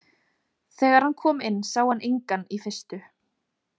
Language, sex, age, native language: Icelandic, female, 20-29, Icelandic